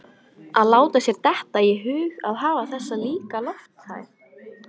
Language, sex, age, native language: Icelandic, female, 18-19, Icelandic